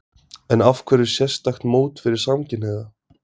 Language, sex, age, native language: Icelandic, male, 20-29, Icelandic